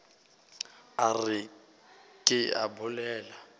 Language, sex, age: Northern Sotho, male, 18